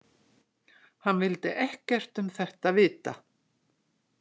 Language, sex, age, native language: Icelandic, female, 60-69, Icelandic